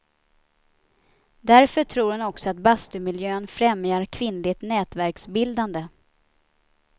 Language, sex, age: Swedish, female, 29